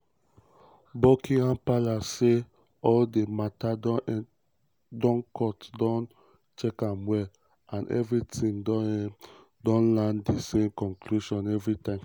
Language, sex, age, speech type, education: Nigerian Pidgin, male, 15-29, spontaneous, tertiary